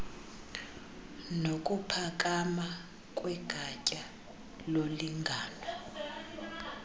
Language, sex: Xhosa, female